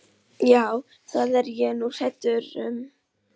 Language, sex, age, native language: Icelandic, female, 11, Icelandic